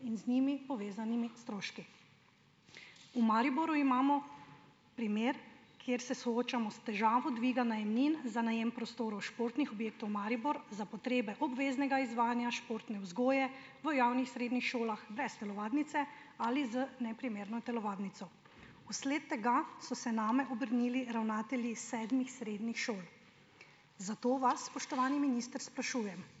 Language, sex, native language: Slovenian, female, Slovenian